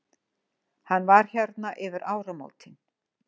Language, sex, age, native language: Icelandic, female, 60-69, Icelandic